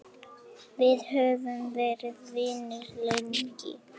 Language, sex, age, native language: Icelandic, female, 7, Icelandic